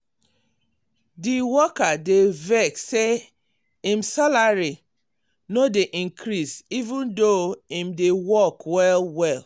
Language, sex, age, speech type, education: Nigerian Pidgin, female, 46-60, spontaneous, tertiary